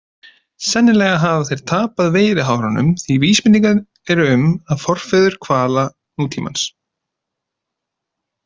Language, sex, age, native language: Icelandic, male, 30-39, Icelandic